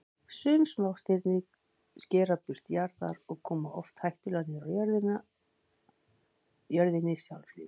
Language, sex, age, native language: Icelandic, female, 50-59, Icelandic